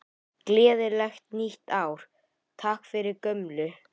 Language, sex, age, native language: Icelandic, male, 11, Icelandic